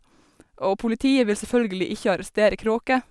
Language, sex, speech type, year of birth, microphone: Norwegian, female, spontaneous, 1990, Sennheiser